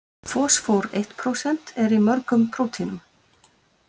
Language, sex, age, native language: Icelandic, female, 50-59, Icelandic